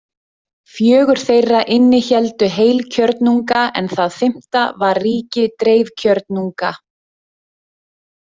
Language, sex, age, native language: Icelandic, female, 30-39, Icelandic